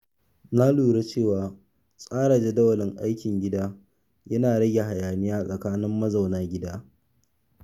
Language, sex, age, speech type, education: Hausa, male, 30-45, read, secondary